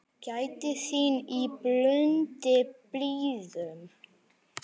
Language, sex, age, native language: Icelandic, male, 9, Icelandic